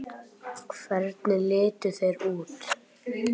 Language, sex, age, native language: Icelandic, male, 10, Icelandic